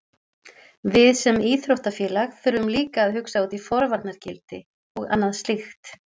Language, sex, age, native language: Icelandic, female, 40-49, Icelandic